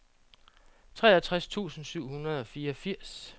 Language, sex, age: Danish, male, 47